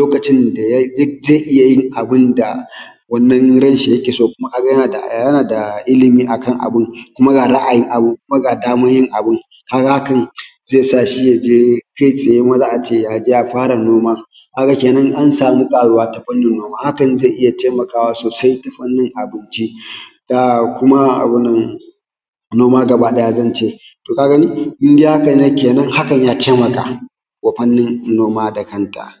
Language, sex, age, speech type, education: Hausa, male, 15-29, spontaneous, tertiary